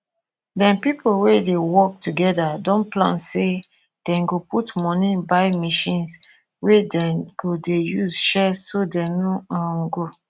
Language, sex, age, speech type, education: Nigerian Pidgin, female, 15-29, spontaneous, tertiary